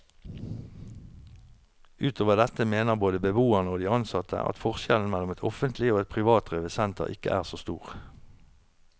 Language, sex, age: Norwegian, male, 49